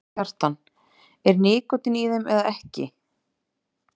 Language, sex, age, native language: Icelandic, female, 30-39, Icelandic